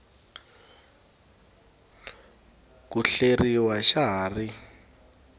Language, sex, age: Tsonga, male, 18